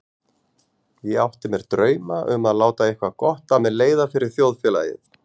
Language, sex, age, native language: Icelandic, male, 40-49, Icelandic